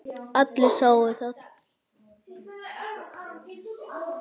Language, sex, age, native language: Icelandic, male, 9, Icelandic